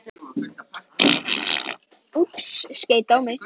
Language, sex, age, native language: Icelandic, male, 13, Icelandic